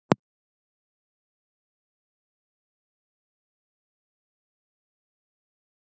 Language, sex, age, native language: Icelandic, female, 40-49, Icelandic